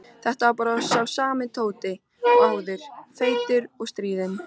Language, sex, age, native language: Icelandic, female, 13, Icelandic